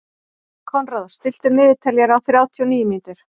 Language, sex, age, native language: Icelandic, female, 40-49, Icelandic